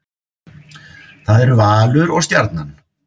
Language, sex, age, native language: Icelandic, male, 50-59, Icelandic